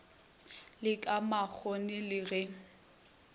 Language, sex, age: Northern Sotho, female, 21